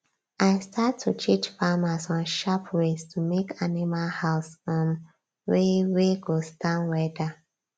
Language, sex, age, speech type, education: Nigerian Pidgin, female, 15-29, spontaneous, tertiary